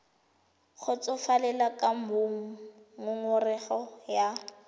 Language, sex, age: Tswana, female, 20